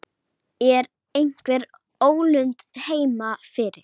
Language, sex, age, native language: Icelandic, female, 8, Icelandic